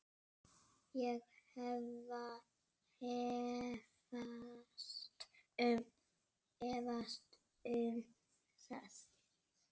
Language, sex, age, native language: Icelandic, male, 6, Icelandic